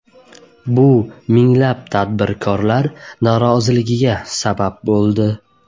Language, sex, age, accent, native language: Uzbek, male, 18-24, Buxoro, Uzbek